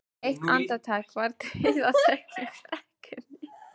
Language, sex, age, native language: Icelandic, female, 13, Icelandic